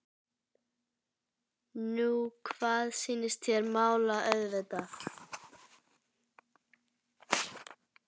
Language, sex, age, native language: Icelandic, female, 11, Icelandic